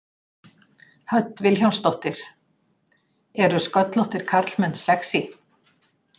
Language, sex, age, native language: Icelandic, female, 60-69, Icelandic